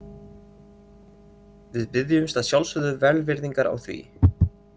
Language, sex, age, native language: Icelandic, male, 30-39, Icelandic